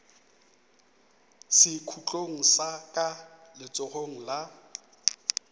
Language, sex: Northern Sotho, male